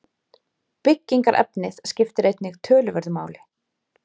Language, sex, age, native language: Icelandic, female, 30-39, Icelandic